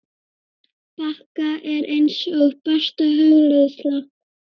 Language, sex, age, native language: Icelandic, female, 12, Icelandic